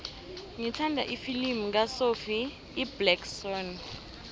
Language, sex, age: South Ndebele, female, 19